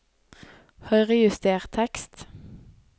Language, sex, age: Norwegian, female, 18